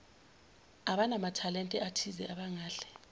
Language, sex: Zulu, female